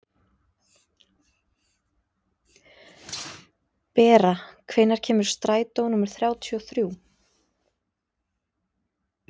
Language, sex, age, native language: Icelandic, female, 30-39, Icelandic